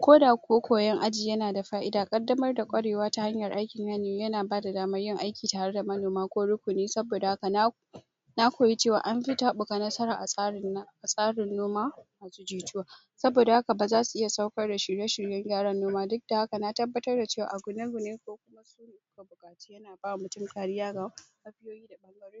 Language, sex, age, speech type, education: Hausa, female, 46-60, spontaneous, secondary